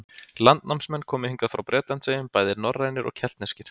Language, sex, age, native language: Icelandic, male, 30-39, Icelandic